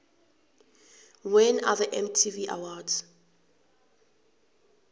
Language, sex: South Ndebele, female